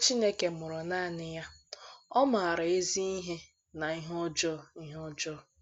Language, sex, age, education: Igbo, female, 15-29, tertiary